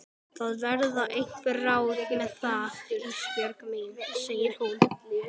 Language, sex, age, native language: Icelandic, male, 12, Icelandic